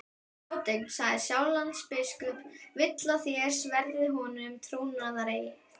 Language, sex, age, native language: Icelandic, female, 12, Icelandic